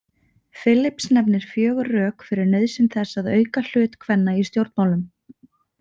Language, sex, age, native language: Icelandic, female, 20-29, Icelandic